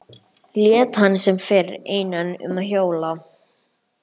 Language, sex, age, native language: Icelandic, male, 11, Icelandic